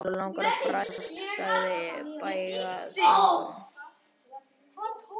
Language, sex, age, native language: Icelandic, male, 11, Icelandic